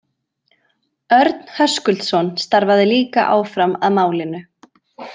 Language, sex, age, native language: Icelandic, female, 20-29, Icelandic